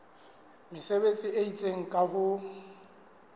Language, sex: Southern Sotho, male